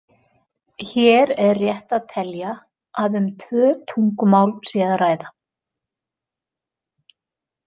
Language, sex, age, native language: Icelandic, female, 50-59, Icelandic